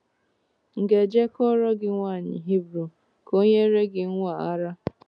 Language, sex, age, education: Igbo, female, 15-29, tertiary